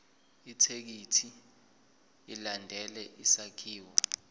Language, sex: Zulu, male